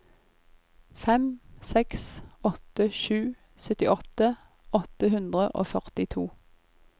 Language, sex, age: Norwegian, female, 25